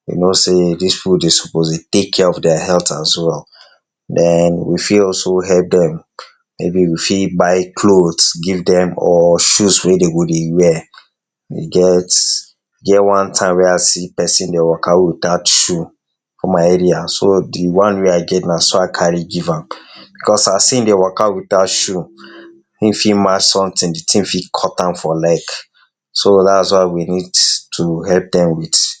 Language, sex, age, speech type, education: Nigerian Pidgin, male, 60+, spontaneous, tertiary